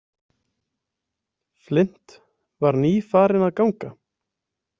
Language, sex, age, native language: Icelandic, male, 20-29, Icelandic